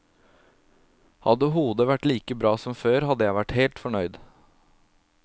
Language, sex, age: Norwegian, male, 27